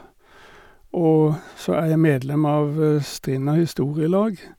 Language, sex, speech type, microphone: Norwegian, male, spontaneous, Sennheiser